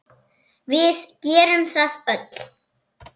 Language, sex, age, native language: Icelandic, female, 7, Icelandic